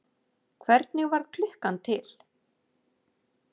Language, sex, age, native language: Icelandic, female, 40-49, Icelandic